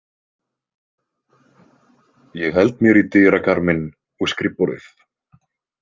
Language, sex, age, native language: Icelandic, male, 20-29, Icelandic